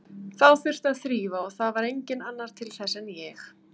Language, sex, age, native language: Icelandic, female, 30-39, Icelandic